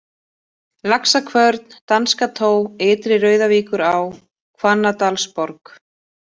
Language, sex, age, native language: Icelandic, female, 20-29, Icelandic